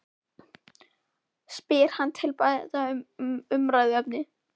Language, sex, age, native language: Icelandic, female, 11, Icelandic